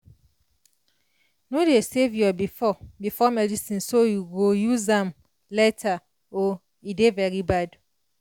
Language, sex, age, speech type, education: Nigerian Pidgin, female, 30-45, spontaneous, tertiary